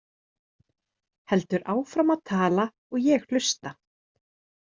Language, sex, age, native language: Icelandic, female, 30-39, Icelandic